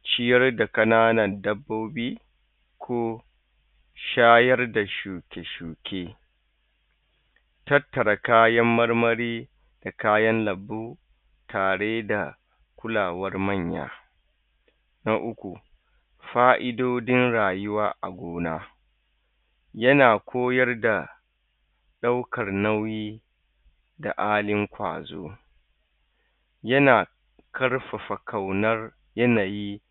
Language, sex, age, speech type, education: Hausa, male, 30-45, spontaneous, tertiary